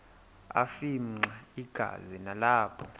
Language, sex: Xhosa, male